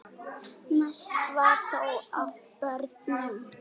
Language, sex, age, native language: Icelandic, female, 7, Icelandic